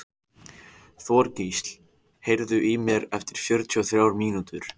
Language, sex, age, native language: Icelandic, male, 14, Icelandic